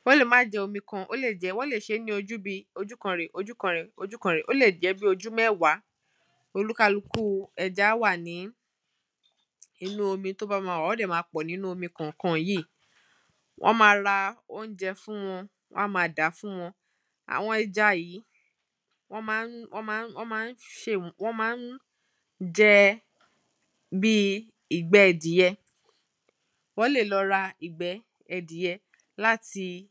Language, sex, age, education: Yoruba, female, 15-29, tertiary